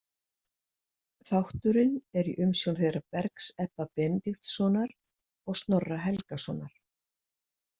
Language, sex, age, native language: Icelandic, female, 60-69, Icelandic